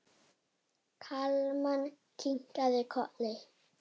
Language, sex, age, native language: Icelandic, female, 7, Icelandic